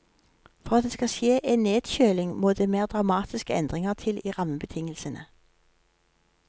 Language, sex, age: Norwegian, female, 53